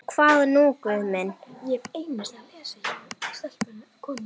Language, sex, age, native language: Icelandic, female, 9, Icelandic